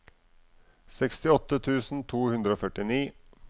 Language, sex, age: Norwegian, male, 44